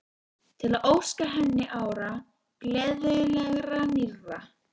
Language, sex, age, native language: Icelandic, female, 12, Icelandic